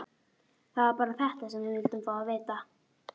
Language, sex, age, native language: Icelandic, female, 12, Icelandic